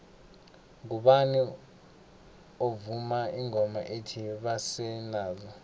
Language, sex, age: South Ndebele, male, 21